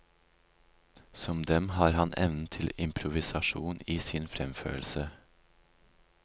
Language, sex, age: Norwegian, male, 36